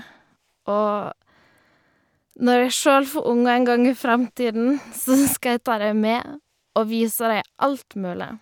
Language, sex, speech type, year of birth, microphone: Norwegian, female, spontaneous, 1990, Shure